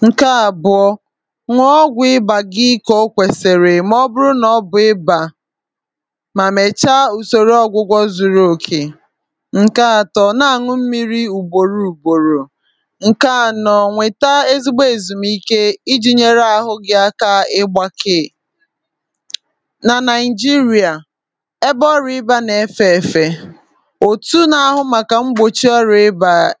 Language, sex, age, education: Igbo, female, 30-45, tertiary